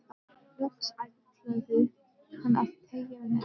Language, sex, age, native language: Icelandic, female, 12, Icelandic